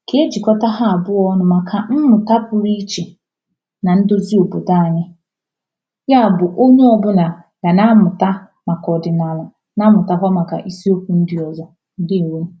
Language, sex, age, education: Igbo, female, 15-29, tertiary